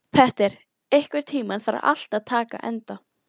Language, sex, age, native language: Icelandic, female, 13, Icelandic